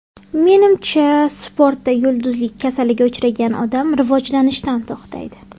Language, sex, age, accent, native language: Uzbek, female, 19-29, Samarqand, Uzbek